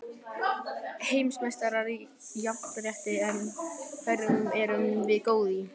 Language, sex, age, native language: Icelandic, male, 12, Icelandic